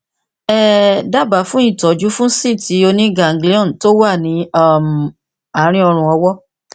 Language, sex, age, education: Yoruba, female, 46-60, tertiary